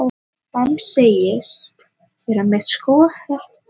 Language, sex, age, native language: Icelandic, female, 18-19, Icelandic